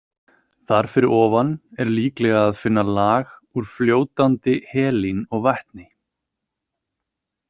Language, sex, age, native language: Icelandic, male, 30-39, Icelandic